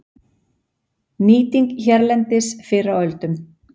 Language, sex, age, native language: Icelandic, female, 40-49, Icelandic